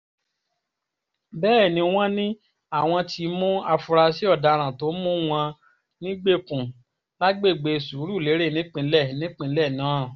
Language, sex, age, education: Yoruba, female, 15-29, tertiary